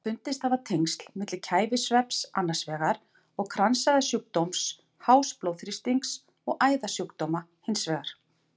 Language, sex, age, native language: Icelandic, female, 40-49, Icelandic